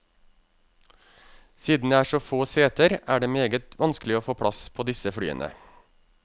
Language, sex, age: Norwegian, male, 35